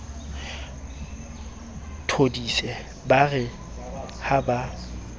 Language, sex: Southern Sotho, male